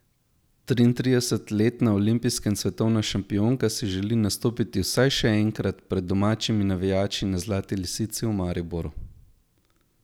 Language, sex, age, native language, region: Slovenian, male, 18-29, Slovenian, Zasavska region